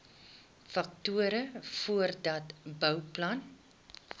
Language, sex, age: Afrikaans, female, 21